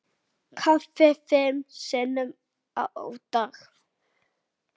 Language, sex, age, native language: Icelandic, male, 8, Icelandic